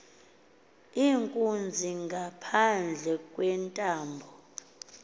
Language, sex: Xhosa, female